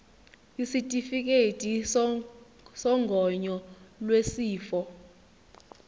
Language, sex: Zulu, female